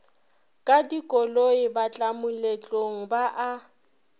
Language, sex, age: Northern Sotho, female, 26